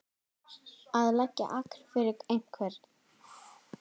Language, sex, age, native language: Icelandic, female, 18-19, Icelandic